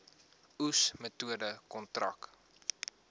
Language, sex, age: Afrikaans, male, 21